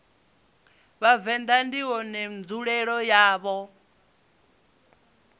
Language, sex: Venda, female